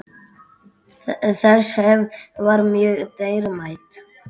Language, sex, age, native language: Icelandic, male, 8, Icelandic